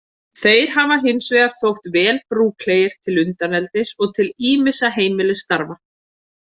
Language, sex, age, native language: Icelandic, female, 30-39, Icelandic